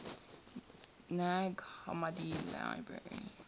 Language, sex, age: English, female, 18